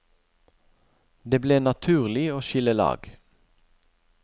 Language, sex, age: Norwegian, male, 41